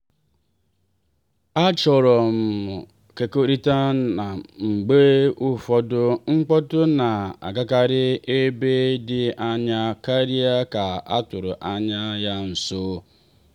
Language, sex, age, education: Igbo, male, 30-45, tertiary